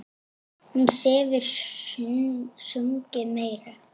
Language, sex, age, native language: Icelandic, female, 8, Icelandic